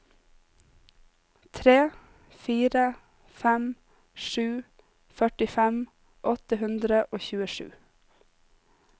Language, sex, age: Norwegian, female, 26